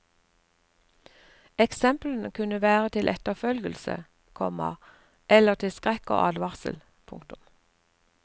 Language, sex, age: Norwegian, female, 59